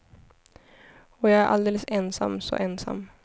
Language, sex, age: Swedish, female, 23